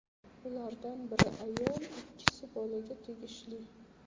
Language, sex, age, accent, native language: Uzbek, female, 25-34, Samarqand, Uzbek